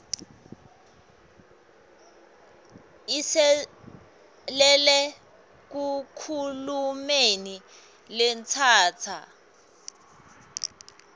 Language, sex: Swati, female